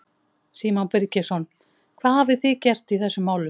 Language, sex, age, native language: Icelandic, female, 50-59, Icelandic